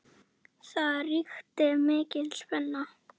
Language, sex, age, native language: Icelandic, female, 10, Icelandic